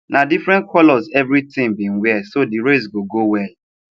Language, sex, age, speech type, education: Nigerian Pidgin, male, 15-29, spontaneous, tertiary